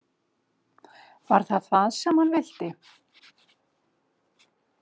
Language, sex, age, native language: Icelandic, female, 50-59, Icelandic